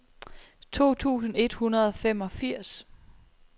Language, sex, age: Danish, female, 23